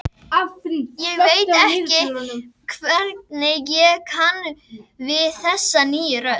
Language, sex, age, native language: Icelandic, female, 11, Icelandic